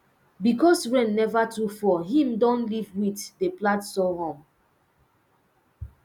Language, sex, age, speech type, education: Nigerian Pidgin, female, 15-29, spontaneous, secondary